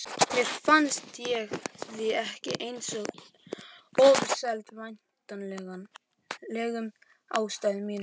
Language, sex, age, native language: Icelandic, male, 11, Icelandic